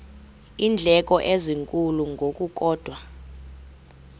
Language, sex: Xhosa, female